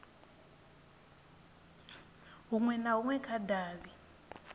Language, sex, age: Venda, female, 22